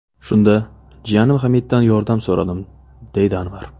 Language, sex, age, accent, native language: Uzbek, male, 25-34, Navoiy, Uzbek